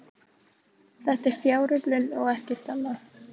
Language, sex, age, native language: Icelandic, female, 18-19, Icelandic